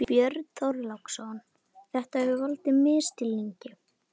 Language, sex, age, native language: Icelandic, female, 11, Icelandic